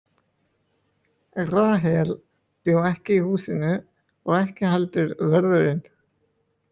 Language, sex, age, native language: Icelandic, male, 18-19, Icelandic